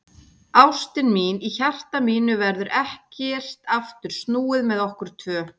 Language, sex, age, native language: Icelandic, female, 40-49, Icelandic